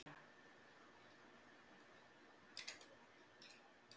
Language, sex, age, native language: Icelandic, female, 50-59, Icelandic